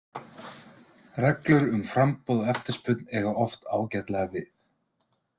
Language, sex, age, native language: Icelandic, male, 30-39, Icelandic